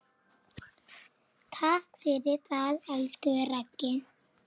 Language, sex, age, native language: Icelandic, female, 7, Icelandic